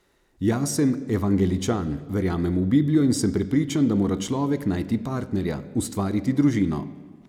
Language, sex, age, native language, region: Slovenian, male, 30-49, Slovenian, Savinja region